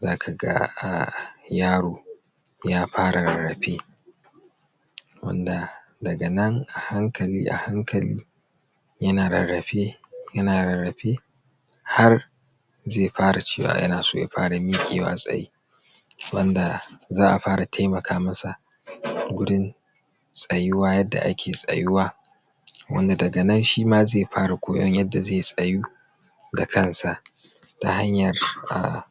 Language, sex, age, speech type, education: Hausa, male, 46-60, spontaneous, tertiary